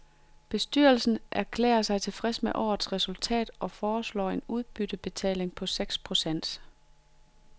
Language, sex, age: Danish, female, 42